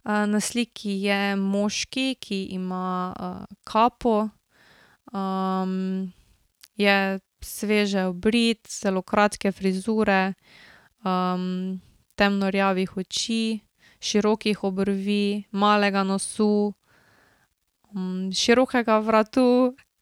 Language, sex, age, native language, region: Slovenian, female, 18-29, Slovenian, Drava region